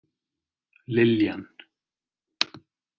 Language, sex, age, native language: Icelandic, male, 30-39, Icelandic